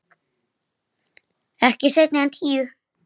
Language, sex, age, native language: Icelandic, female, 8, Icelandic